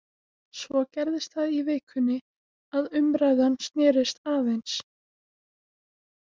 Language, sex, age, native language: Icelandic, female, 18-19, Icelandic